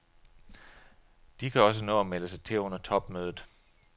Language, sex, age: Danish, male, 33